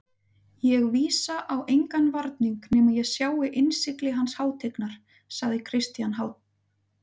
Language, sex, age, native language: Icelandic, female, 30-39, Icelandic